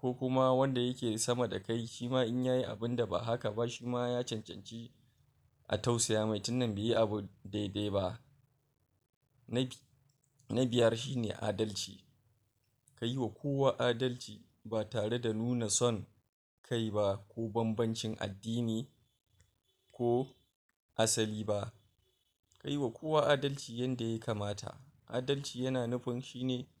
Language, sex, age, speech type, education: Hausa, male, 46-60, spontaneous, tertiary